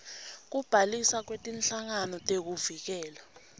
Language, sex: Swati, female